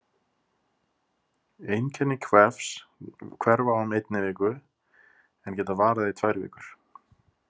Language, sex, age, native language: Icelandic, male, 30-39, Icelandic